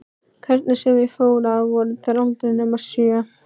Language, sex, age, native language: Icelandic, female, 15, Icelandic